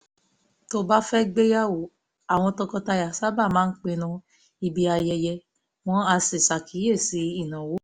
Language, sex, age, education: Yoruba, female, 15-29, tertiary